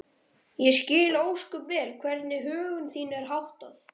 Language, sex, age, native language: Icelandic, male, 13, Icelandic